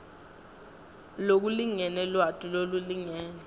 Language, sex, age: Swati, female, 19